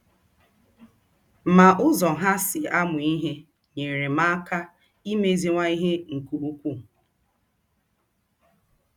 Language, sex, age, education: Igbo, female, 30-45, tertiary